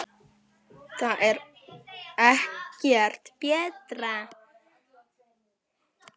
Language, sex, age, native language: Icelandic, male, 10, Icelandic